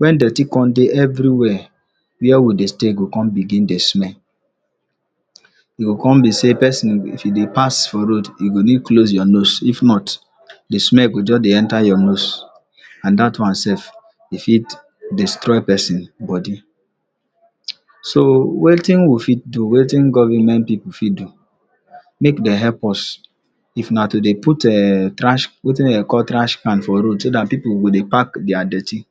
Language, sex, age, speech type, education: Nigerian Pidgin, male, 46-60, spontaneous, tertiary